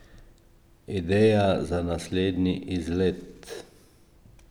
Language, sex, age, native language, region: Slovenian, male, 50-59, Slovenian, Drava region